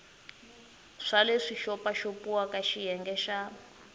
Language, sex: Tsonga, female